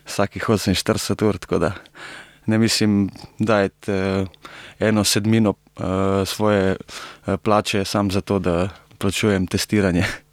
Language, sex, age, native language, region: Slovenian, male, 30-49, Slovenian, Primorsko-notranjska region